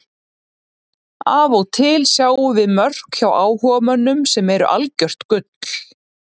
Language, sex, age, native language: Icelandic, female, 30-39, Icelandic